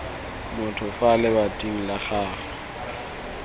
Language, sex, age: Tswana, male, 19